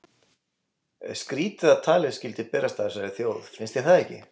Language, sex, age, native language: Icelandic, male, 20-29, Icelandic